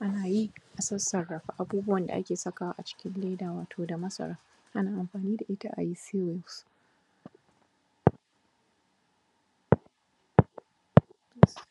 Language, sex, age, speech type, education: Hausa, female, 15-29, spontaneous, primary